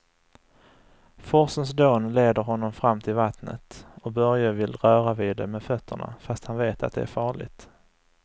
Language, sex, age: Swedish, male, 35